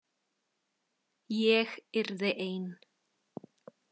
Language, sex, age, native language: Icelandic, female, 20-29, Icelandic